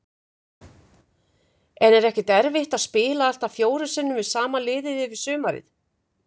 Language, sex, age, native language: Icelandic, female, 50-59, Icelandic